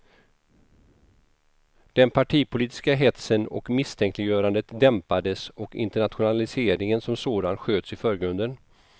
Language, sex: Swedish, male